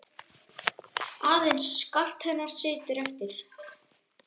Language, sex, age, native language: Icelandic, male, 9, Icelandic